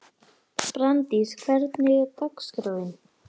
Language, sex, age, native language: Icelandic, male, 11, Icelandic